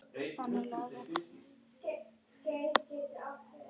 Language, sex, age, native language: Icelandic, female, 9, Icelandic